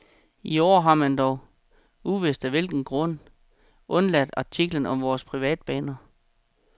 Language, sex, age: Danish, male, 36